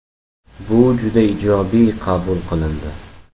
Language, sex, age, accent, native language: Uzbek, male, 12-17, Jizzax, Uzbek